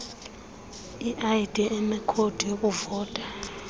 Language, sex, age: Xhosa, female, 21